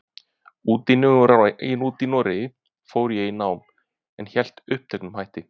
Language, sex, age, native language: Icelandic, male, 30-39, Icelandic